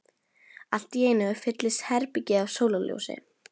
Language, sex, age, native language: Icelandic, female, 11, Norwegian